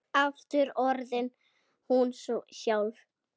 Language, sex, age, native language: Icelandic, female, 8, Icelandic